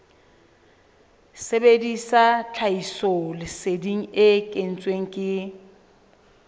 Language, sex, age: Southern Sotho, female, 23